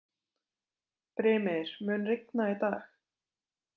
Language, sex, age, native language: Icelandic, female, 20-29, Icelandic